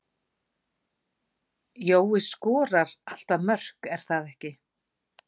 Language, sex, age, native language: Icelandic, female, 40-49, Icelandic